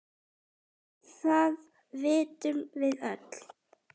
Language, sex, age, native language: Icelandic, female, 10, Icelandic